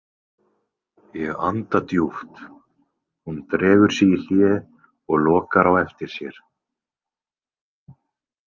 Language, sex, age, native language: Icelandic, male, 20-29, Icelandic